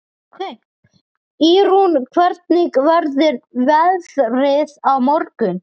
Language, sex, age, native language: Icelandic, male, 12, Icelandic